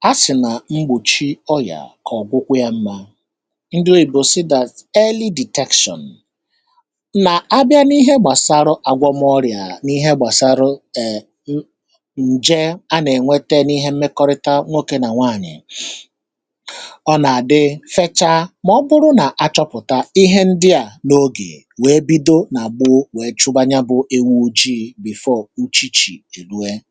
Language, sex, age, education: Igbo, male, 30-45, tertiary